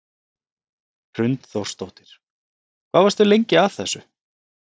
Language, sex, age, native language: Icelandic, male, 30-39, Icelandic